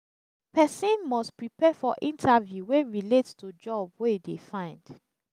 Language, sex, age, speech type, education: Nigerian Pidgin, female, 15-29, spontaneous, tertiary